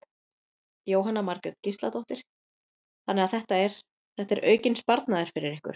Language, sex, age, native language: Icelandic, female, 30-39, Icelandic